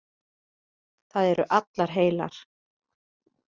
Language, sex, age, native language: Icelandic, female, 50-59, Icelandic